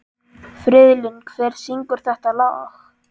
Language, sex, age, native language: Icelandic, male, 11, Icelandic